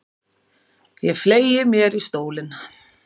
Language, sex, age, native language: Icelandic, female, 50-59, Icelandic